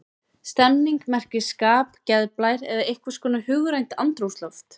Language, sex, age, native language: Icelandic, female, 20-29, Icelandic